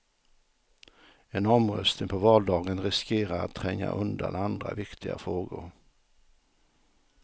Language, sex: Swedish, male